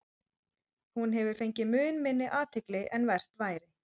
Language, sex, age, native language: Icelandic, female, 30-39, Icelandic